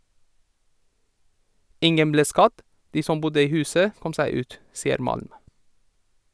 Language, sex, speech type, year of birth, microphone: Norwegian, male, read, 1987, Sennheiser